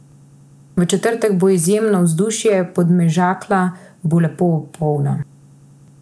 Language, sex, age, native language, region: Slovenian, female, 18-29, Slovenian, Central Slovenia